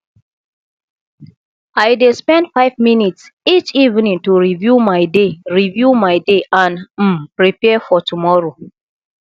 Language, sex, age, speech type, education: Nigerian Pidgin, female, 30-45, spontaneous, tertiary